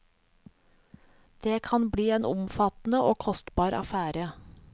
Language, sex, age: Norwegian, female, 37